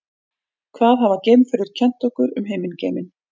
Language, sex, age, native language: Icelandic, female, 40-49, Icelandic